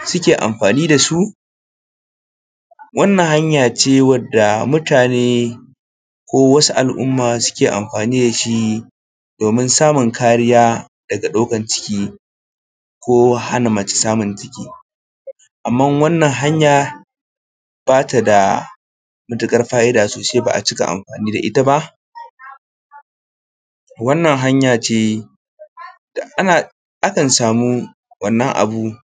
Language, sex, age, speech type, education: Hausa, male, 15-29, spontaneous, tertiary